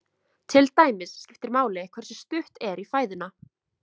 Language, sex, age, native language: Icelandic, female, 20-29, Icelandic